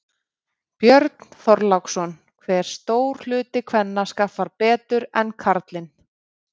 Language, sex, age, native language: Icelandic, female, 30-39, Icelandic